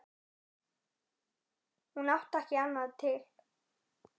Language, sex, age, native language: Icelandic, male, 9, Icelandic